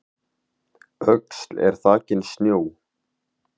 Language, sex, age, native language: Icelandic, male, 18-19, Icelandic